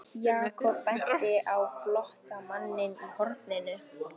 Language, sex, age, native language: Icelandic, female, 15, Icelandic